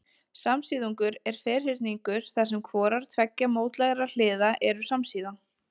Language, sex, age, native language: Icelandic, female, 20-29, Icelandic